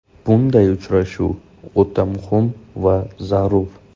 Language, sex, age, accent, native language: Uzbek, male, 18-24, Toshkent shahri, Uzbek